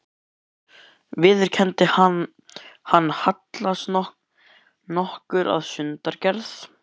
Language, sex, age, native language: Icelandic, male, 11, Icelandic